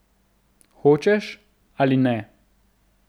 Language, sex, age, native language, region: Slovenian, male, 18-29, Slovenian, Central Slovenia